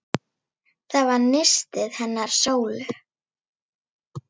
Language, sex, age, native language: Icelandic, female, 9, Icelandic